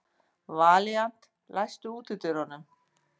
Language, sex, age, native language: Icelandic, female, 50-59, Icelandic